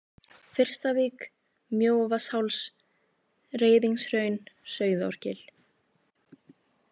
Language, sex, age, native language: Icelandic, female, 18-19, Icelandic